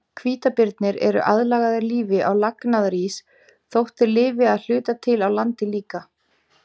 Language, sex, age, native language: Icelandic, female, 18-19, Icelandic